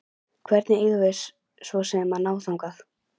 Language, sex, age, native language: Icelandic, female, 11, Icelandic